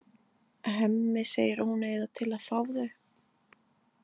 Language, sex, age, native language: Icelandic, female, 20-29, Icelandic